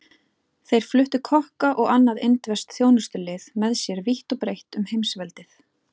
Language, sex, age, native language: Icelandic, female, 30-39, Icelandic